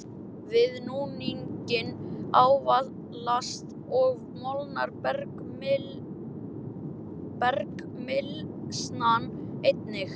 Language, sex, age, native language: Icelandic, male, 11, Icelandic